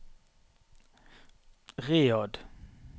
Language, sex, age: Norwegian, male, 32